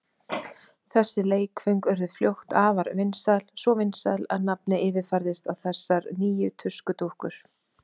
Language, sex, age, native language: Icelandic, female, 30-39, Icelandic